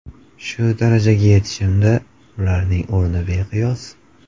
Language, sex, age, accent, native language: Uzbek, male, 25-34, Farg'ona, Uzbek